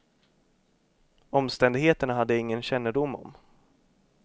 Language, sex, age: Swedish, male, 25